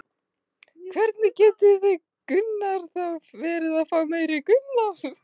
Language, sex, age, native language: Icelandic, female, 15, Icelandic